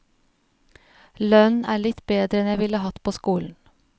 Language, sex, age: Norwegian, female, 41